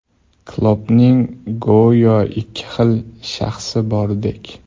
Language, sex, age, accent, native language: Uzbek, male, 25-34, Toshkent shahri, Uzbek